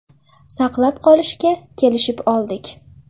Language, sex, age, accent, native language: Uzbek, female, 18-24, Farg'ona, Uzbek